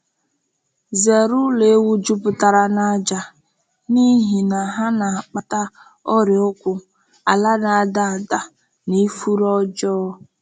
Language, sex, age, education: Igbo, female, 15-29, tertiary